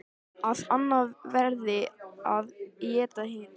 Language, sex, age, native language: Icelandic, male, 13, Icelandic